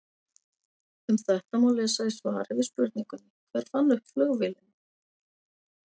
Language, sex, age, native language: Icelandic, female, 40-49, Icelandic